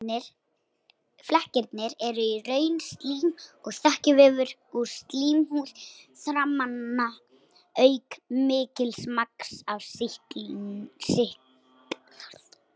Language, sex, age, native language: Icelandic, female, 60-69, Icelandic